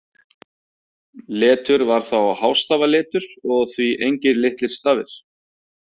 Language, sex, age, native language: Icelandic, male, 30-39, Icelandic